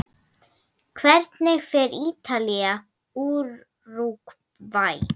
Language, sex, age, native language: Icelandic, female, 9, Icelandic